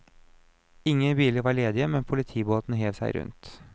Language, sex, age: Norwegian, male, 29